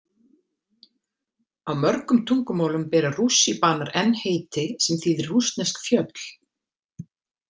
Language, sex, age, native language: Icelandic, female, 50-59, Icelandic